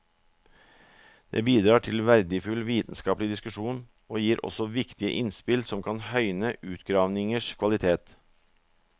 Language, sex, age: Norwegian, male, 44